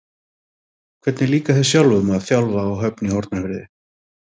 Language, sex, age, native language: Icelandic, male, 30-39, Icelandic